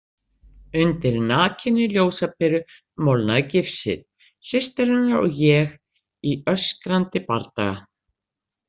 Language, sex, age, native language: Icelandic, female, 60-69, Icelandic